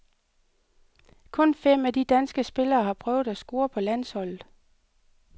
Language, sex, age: Danish, female, 38